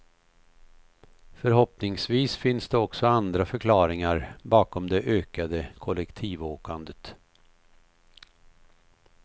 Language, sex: Swedish, male